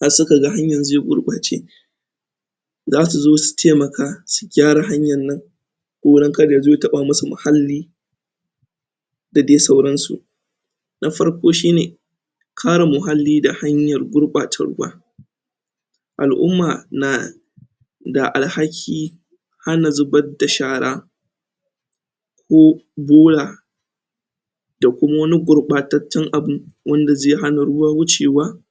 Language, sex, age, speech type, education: Hausa, male, 30-45, spontaneous, tertiary